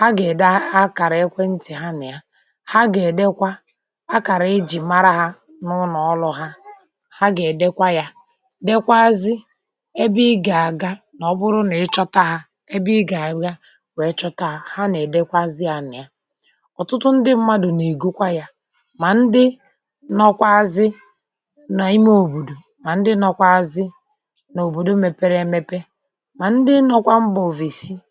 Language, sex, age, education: Igbo, male, 30-45, tertiary